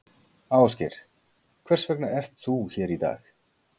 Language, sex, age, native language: Icelandic, male, 40-49, Icelandic